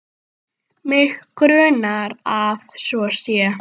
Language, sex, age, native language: Icelandic, female, 9, Icelandic